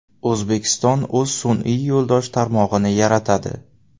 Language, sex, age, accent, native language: Uzbek, male, 18-24, Navoiy, Uzbek